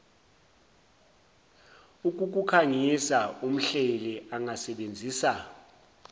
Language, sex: Zulu, male